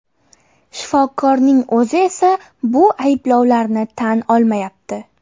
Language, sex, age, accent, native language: Uzbek, female, 18-24, Toshkent shahri, Uzbek